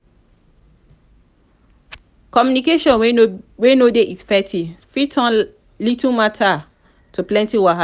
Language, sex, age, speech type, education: Nigerian Pidgin, female, 30-45, spontaneous, tertiary